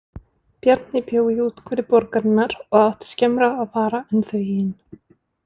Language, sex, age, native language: Icelandic, female, 20-29, Icelandic